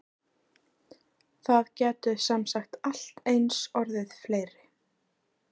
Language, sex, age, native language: Icelandic, female, 20-29, Icelandic